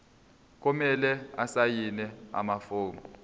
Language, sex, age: Zulu, male, 22